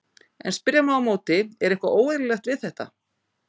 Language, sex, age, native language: Icelandic, female, 50-59, Icelandic